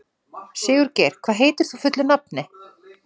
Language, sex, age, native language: Icelandic, female, 40-49, Icelandic